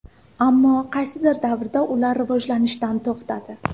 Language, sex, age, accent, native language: Uzbek, female, 18-24, Samarqand, Uzbek